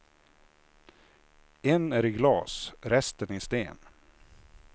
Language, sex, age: Swedish, male, 56